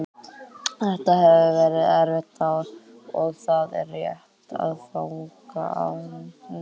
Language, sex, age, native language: Icelandic, female, 18-19, Icelandic